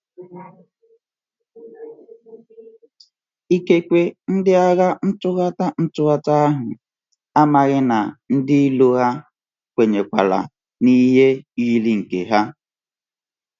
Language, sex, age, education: Igbo, male, 15-29, tertiary